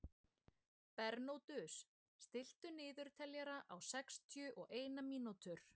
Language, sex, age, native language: Icelandic, female, 20-29, Icelandic